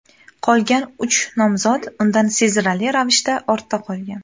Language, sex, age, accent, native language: Uzbek, female, 19-29, Farg'ona, Uzbek